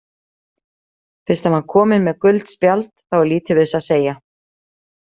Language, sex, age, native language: Icelandic, female, 40-49, Icelandic